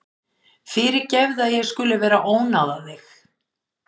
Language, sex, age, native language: Icelandic, female, 50-59, Icelandic